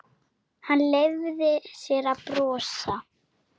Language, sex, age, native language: Icelandic, female, 7, Icelandic